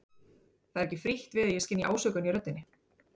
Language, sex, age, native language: Icelandic, female, 30-39, Icelandic